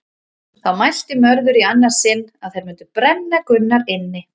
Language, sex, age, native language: Icelandic, female, 40-49, Icelandic